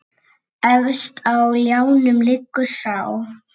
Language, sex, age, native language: Icelandic, female, 8, Icelandic